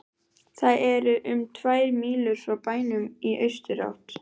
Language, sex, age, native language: Icelandic, female, 12, Icelandic